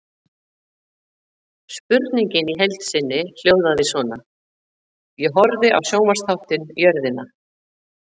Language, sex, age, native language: Icelandic, female, 40-49, Icelandic